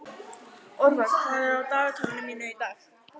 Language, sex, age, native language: Icelandic, female, 18-19, Icelandic